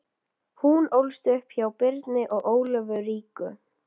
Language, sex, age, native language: Icelandic, female, 12, Icelandic